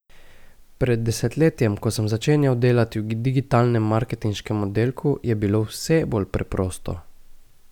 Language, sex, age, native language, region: Slovenian, male, 18-29, Slovenian, Gorica region